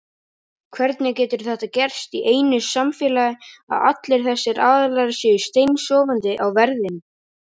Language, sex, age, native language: Icelandic, female, 50-59, Icelandic